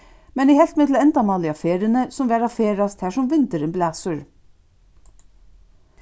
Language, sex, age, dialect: Faroese, female, 36-60, Suðurstreymoy